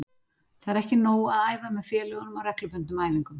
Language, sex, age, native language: Icelandic, female, 40-49, Icelandic